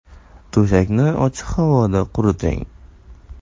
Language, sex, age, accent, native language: Uzbek, male, 18-24, Navoiy, Uzbek